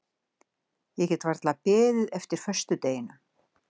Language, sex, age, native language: Icelandic, female, 60-69, Icelandic